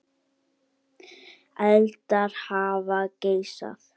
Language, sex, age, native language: Icelandic, male, 8, Icelandic